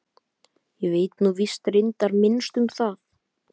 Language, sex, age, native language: Icelandic, male, 12, Icelandic